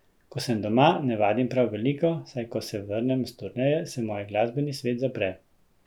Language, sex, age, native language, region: Slovenian, male, 50-59, Slovenian, Central Slovenia